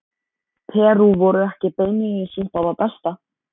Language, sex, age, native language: Icelandic, male, 14, Icelandic